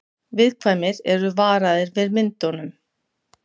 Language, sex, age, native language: Icelandic, female, 50-59, Icelandic